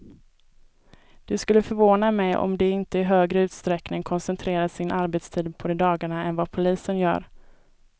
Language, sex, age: Swedish, female, 24